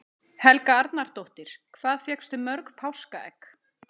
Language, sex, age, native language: Icelandic, female, 30-39, Icelandic